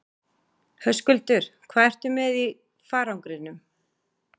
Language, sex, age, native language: Icelandic, female, 40-49, Icelandic